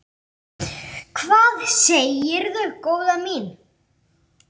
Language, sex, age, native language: Icelandic, female, 8, Icelandic